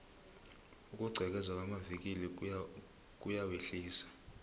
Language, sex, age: South Ndebele, male, 20